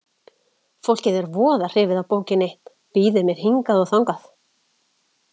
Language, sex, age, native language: Icelandic, female, 40-49, Icelandic